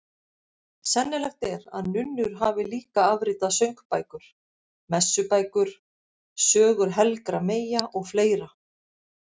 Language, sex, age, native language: Icelandic, female, 50-59, Icelandic